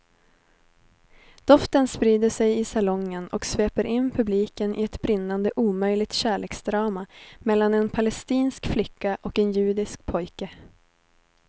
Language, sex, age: Swedish, female, 19